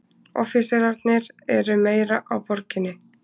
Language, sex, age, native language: Icelandic, female, 20-29, Icelandic